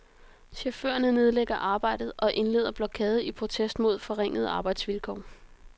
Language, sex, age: Danish, female, 33